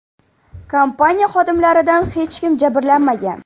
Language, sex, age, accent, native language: Uzbek, female, under 19, Farg'ona, Uzbek